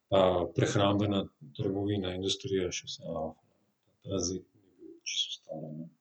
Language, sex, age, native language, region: Slovenian, male, 30-49, Slovenian, Southeast Slovenia